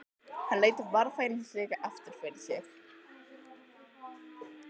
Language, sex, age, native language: Icelandic, other, 12, Icelandic